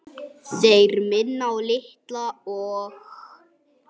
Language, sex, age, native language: Icelandic, male, 9, Icelandic